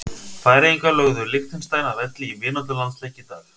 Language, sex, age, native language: Icelandic, male, 30-39, Icelandic